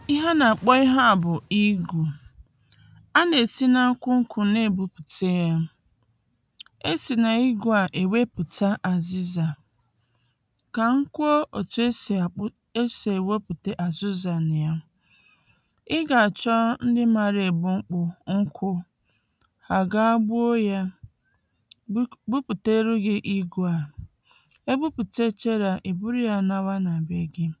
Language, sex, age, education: Igbo, female, 30-45, tertiary